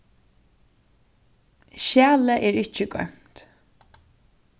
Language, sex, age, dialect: Faroese, female, 15-35, Suðurstreymoy